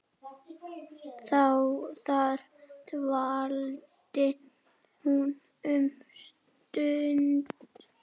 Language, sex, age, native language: Icelandic, male, 6, Icelandic